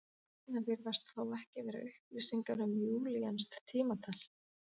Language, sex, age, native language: Icelandic, female, 40-49, Icelandic